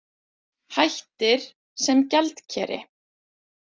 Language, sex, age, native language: Icelandic, female, 20-29, Icelandic